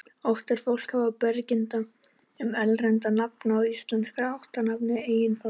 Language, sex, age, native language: Icelandic, male, 18-19, Icelandic